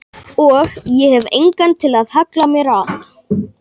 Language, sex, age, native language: Icelandic, male, 18-19, Icelandic